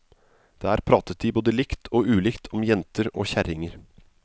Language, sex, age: Norwegian, male, 27